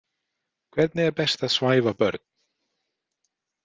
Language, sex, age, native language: Icelandic, male, 30-39, Icelandic